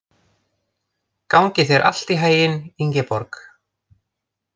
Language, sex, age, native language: Icelandic, other, 30-39, Icelandic